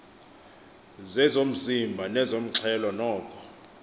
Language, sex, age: Xhosa, male, 24